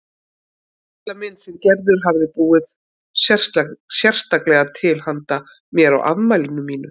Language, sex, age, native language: Icelandic, female, 50-59, Icelandic